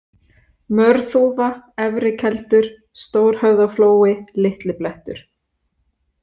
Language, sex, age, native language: Icelandic, female, 30-39, Icelandic